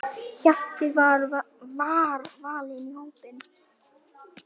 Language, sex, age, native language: Icelandic, male, 9, Icelandic